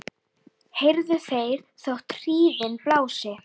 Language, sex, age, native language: Icelandic, female, 9, Icelandic